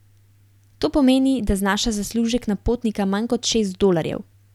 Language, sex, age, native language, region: Slovenian, female, 18-29, Slovenian, Gorenjska region